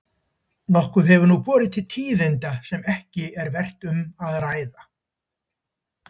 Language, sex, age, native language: Icelandic, male, 70-79, Icelandic